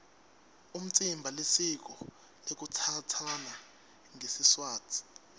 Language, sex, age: Swati, male, 23